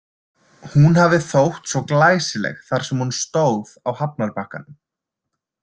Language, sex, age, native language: Icelandic, male, 20-29, Icelandic